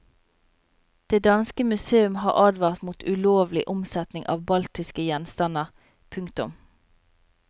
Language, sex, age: Norwegian, female, 27